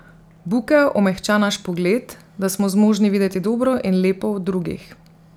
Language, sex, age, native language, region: Slovenian, female, 30-49, Slovenian, Drava region